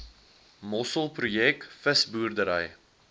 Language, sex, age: Afrikaans, male, 20